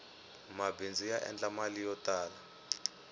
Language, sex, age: Tsonga, male, 18